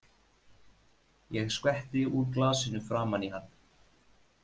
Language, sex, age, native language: Icelandic, male, 30-39, Icelandic